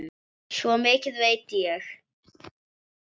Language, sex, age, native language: Icelandic, male, 7, Icelandic